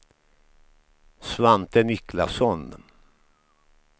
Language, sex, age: Swedish, male, 53